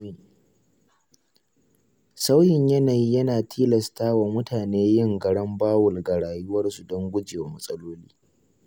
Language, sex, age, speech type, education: Hausa, male, 15-29, read, tertiary